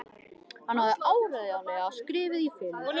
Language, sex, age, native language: Icelandic, male, 13, Icelandic